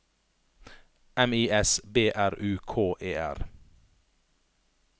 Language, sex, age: Norwegian, male, 39